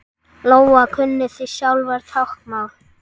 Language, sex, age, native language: Icelandic, male, 10, Icelandic